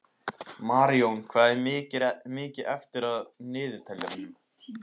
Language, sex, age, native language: Icelandic, male, 15, Icelandic